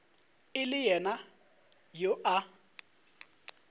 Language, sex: Northern Sotho, male